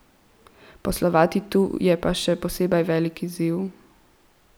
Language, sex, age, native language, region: Slovenian, female, 12-17, Slovenian, Central Slovenia